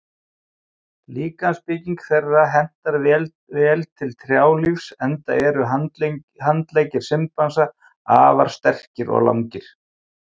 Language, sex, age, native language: Icelandic, male, 50-59, Icelandic